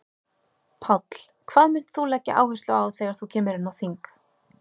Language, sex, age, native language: Icelandic, female, 30-39, Icelandic